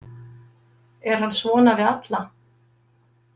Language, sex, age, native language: Icelandic, female, 50-59, Icelandic